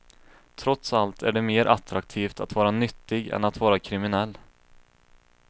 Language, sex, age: Swedish, male, 22